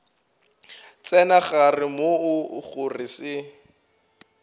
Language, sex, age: Northern Sotho, male, 24